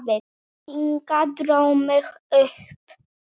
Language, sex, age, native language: Icelandic, male, 8, Icelandic